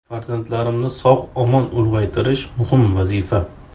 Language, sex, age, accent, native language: Uzbek, male, 25-34, Farg'ona, Uzbek